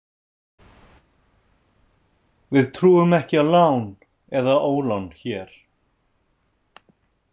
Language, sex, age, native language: Icelandic, male, 30-39, Icelandic